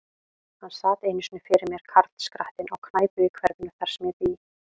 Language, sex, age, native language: Icelandic, female, 18-19, Icelandic